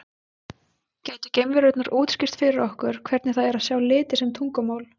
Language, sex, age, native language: Icelandic, female, 20-29, Icelandic